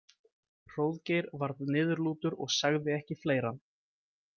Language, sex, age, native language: Icelandic, male, 20-29, Icelandic